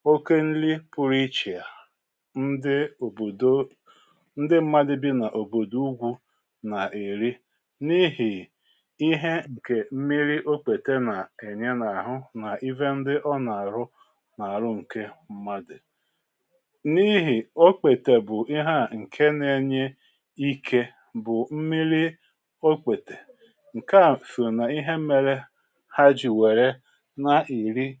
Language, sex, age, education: Igbo, male, 30-45, tertiary